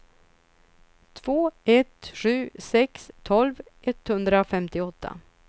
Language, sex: Swedish, female